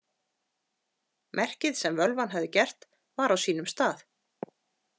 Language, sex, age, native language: Icelandic, female, 40-49, Icelandic